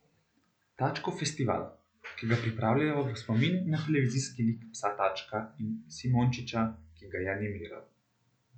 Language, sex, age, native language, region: Slovenian, male, 18-29, Slovenian, Central Slovenia